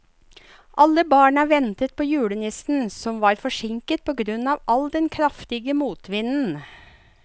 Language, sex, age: Norwegian, female, 54